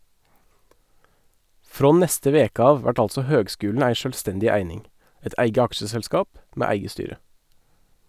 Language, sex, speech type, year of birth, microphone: Norwegian, male, read, 1984, Sennheiser